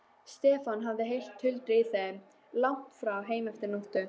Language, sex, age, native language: Icelandic, female, 12, Icelandic